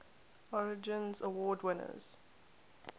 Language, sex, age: English, female, 18